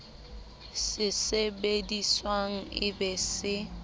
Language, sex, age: Southern Sotho, female, 19